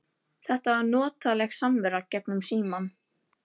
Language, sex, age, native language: Icelandic, female, 11, Icelandic